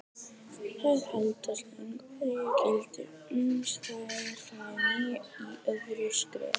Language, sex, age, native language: Icelandic, female, 18-19, Icelandic